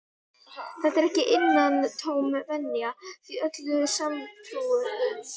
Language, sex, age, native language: Icelandic, female, 12, Icelandic